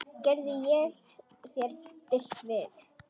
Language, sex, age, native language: Icelandic, female, 10, Icelandic